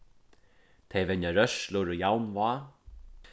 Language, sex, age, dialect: Faroese, male, 15-35, Suðurstreymoy